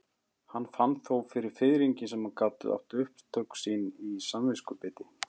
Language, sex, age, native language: Icelandic, male, 50-59, Icelandic